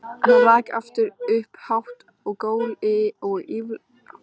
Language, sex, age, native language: Icelandic, female, 13, Icelandic